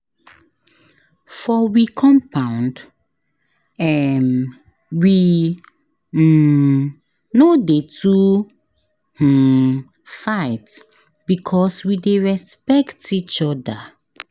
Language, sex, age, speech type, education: Nigerian Pidgin, female, 15-29, spontaneous, tertiary